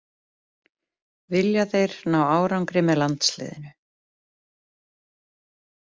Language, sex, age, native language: Icelandic, female, 30-39, Icelandic